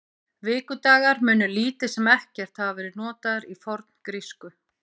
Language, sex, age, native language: Icelandic, female, 50-59, Icelandic